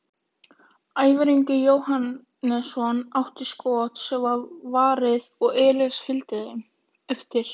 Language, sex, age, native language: Icelandic, female, 18-19, Icelandic